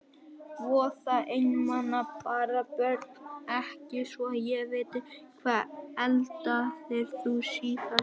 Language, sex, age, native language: Icelandic, female, 18-19, Icelandic